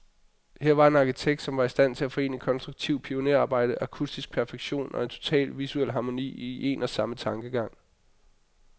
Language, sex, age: Danish, male, 25